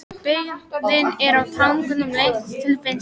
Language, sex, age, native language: Icelandic, female, 18-19, Icelandic